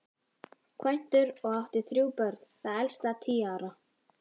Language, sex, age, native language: Icelandic, female, 11, Icelandic